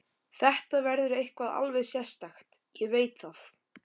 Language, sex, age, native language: Icelandic, male, 13, Icelandic